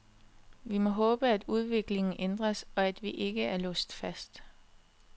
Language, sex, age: Danish, female, 21